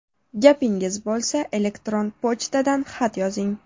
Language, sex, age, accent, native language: Uzbek, female, 19-29, Toshkent shahri, Uzbek